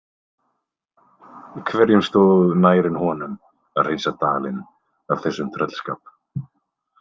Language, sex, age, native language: Icelandic, male, 20-29, Icelandic